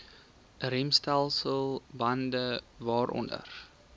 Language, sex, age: Afrikaans, male, 20